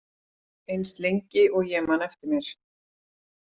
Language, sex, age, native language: Icelandic, female, 40-49, Icelandic